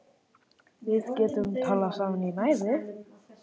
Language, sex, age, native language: Icelandic, male, 11, Icelandic